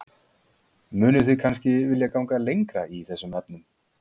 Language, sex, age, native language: Icelandic, male, 40-49, Icelandic